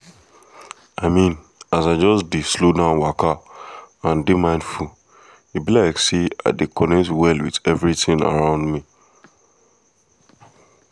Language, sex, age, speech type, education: Nigerian Pidgin, male, 15-29, spontaneous, tertiary